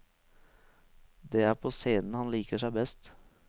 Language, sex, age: Norwegian, male, 23